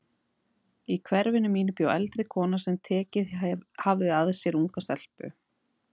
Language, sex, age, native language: Icelandic, female, 40-49, Icelandic